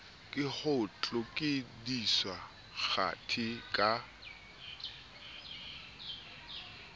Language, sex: Southern Sotho, male